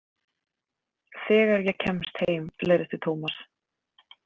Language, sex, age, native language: Icelandic, female, 20-29, Icelandic